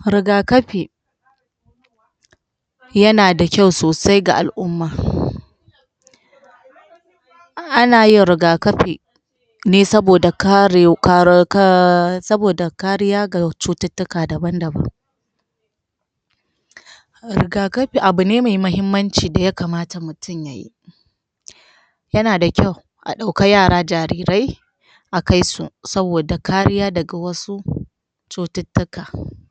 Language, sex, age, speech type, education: Hausa, female, 60+, spontaneous, tertiary